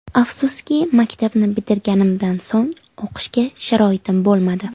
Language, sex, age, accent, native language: Uzbek, female, 18-24, Andijon, Uzbek